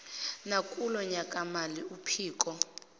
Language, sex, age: Zulu, female, 25